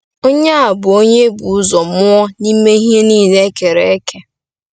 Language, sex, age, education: Igbo, female, 15-29, tertiary